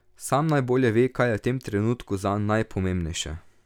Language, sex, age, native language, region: Slovenian, male, 18-29, Slovenian, Drava region